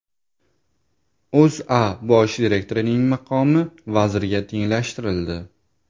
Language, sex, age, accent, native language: Uzbek, male, 18-24, Jizzax, Uzbek